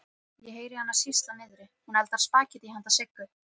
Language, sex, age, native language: Icelandic, female, 13, Icelandic